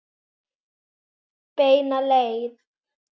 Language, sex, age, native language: Icelandic, female, 10, Icelandic